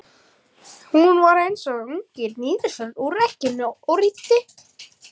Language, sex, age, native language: Icelandic, male, 11, Icelandic